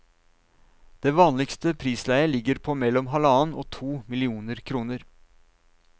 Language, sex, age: Norwegian, male, 39